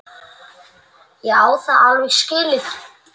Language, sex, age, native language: Icelandic, male, 8, Icelandic